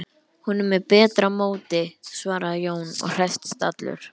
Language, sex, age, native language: Icelandic, male, 11, Icelandic